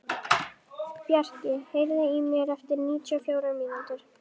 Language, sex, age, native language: Icelandic, female, 11, Icelandic